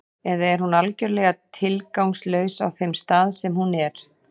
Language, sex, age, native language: Icelandic, female, 40-49, Icelandic